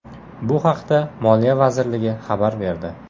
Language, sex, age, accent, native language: Uzbek, male, 18-24, Jizzax, Uzbek